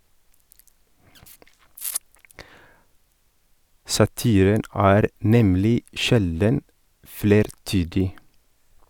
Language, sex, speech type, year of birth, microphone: Norwegian, male, read, 1983, Sennheiser